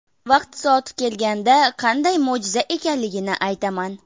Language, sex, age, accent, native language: Uzbek, female, 19-29, Farg'ona, Uzbek